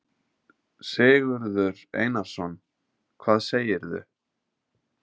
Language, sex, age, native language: Icelandic, male, 30-39, Icelandic